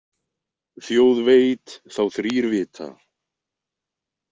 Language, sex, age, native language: Icelandic, male, 20-29, Icelandic